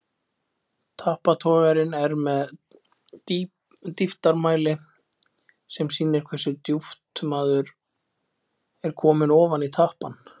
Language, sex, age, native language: Icelandic, male, 20-29, Icelandic